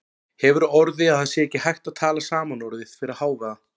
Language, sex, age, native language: Icelandic, male, 40-49, Icelandic